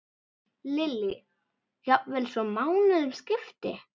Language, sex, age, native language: Icelandic, female, 10, Icelandic